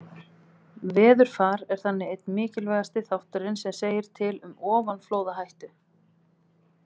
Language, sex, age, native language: Icelandic, female, 30-39, Icelandic